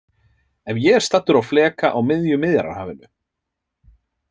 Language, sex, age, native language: Icelandic, male, 30-39, Icelandic